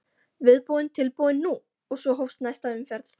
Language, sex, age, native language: Icelandic, female, 14, Icelandic